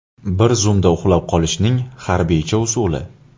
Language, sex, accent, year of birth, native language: Uzbek, male, Andijon, 1999, Uzbek